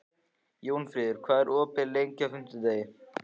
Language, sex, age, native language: Icelandic, male, 14, Icelandic